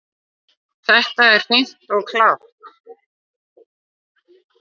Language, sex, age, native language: Icelandic, female, 60-69, Icelandic